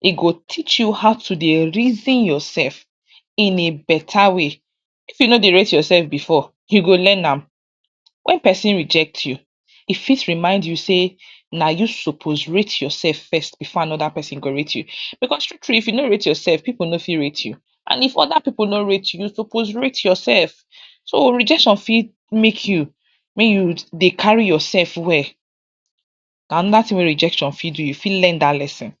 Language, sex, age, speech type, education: Nigerian Pidgin, female, 46-60, spontaneous, tertiary